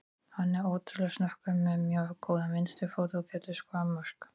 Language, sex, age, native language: Icelandic, female, 40-49, Icelandic